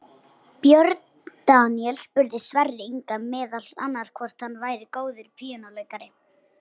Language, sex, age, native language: Icelandic, female, 60-69, Icelandic